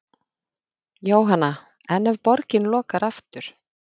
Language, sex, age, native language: Icelandic, female, 50-59, Icelandic